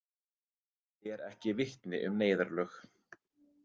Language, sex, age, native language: Icelandic, male, 30-39, Icelandic